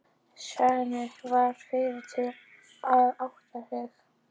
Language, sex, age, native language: Icelandic, female, 11, Icelandic